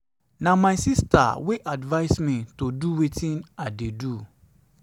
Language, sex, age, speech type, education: Nigerian Pidgin, male, 30-45, spontaneous, secondary